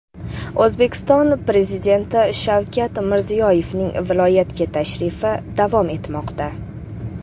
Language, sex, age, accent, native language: Uzbek, female, 19-29, Toshkent shahri, Uzbek